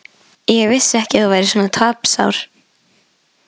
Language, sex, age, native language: Icelandic, female, 12, Icelandic